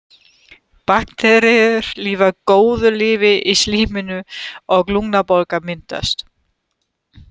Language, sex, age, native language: Icelandic, female, 30-39, German